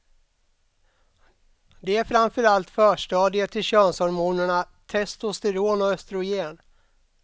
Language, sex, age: Swedish, male, 32